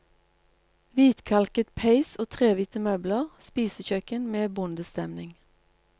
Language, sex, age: Norwegian, female, 47